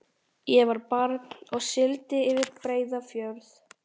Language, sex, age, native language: Icelandic, male, 13, Icelandic